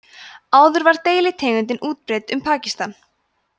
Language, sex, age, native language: Icelandic, female, 20-29, Icelandic